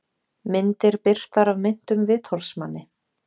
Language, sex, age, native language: Icelandic, female, 20-29, Icelandic